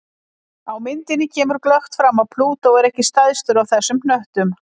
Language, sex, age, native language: Icelandic, female, 50-59, Icelandic